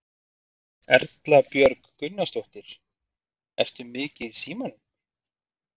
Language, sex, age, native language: Icelandic, male, 30-39, Icelandic